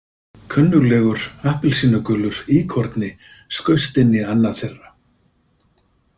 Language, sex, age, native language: Icelandic, male, 50-59, Icelandic